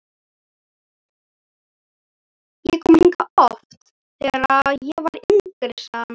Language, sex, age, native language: Icelandic, male, 11, Icelandic